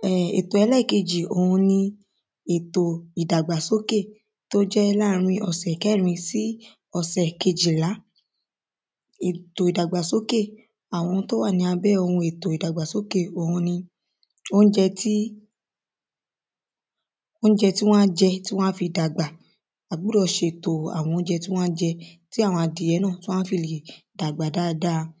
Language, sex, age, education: Yoruba, female, 15-29, secondary